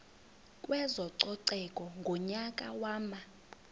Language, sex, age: Xhosa, female, 22